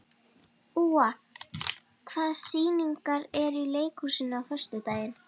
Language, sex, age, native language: Icelandic, female, 12, Icelandic